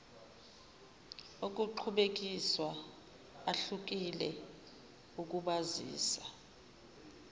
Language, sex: Zulu, female